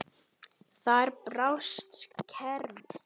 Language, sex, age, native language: Icelandic, male, 10, Icelandic